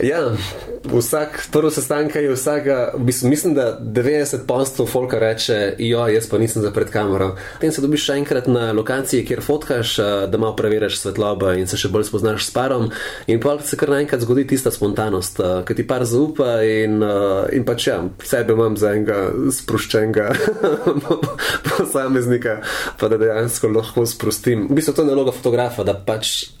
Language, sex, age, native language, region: Slovenian, male, 30-49, Slovenian, Central Slovenia